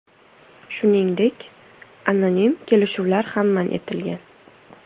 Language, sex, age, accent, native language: Uzbek, female, 25-34, Toshkent shahri, Uzbek